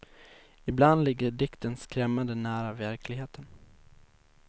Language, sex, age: Swedish, male, 19